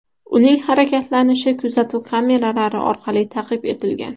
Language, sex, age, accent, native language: Uzbek, female, under 19, Toshkent shahri, Uzbek